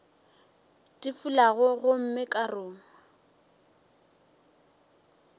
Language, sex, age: Northern Sotho, female, 23